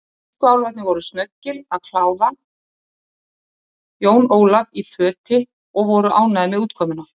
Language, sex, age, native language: Icelandic, male, 30-39, Icelandic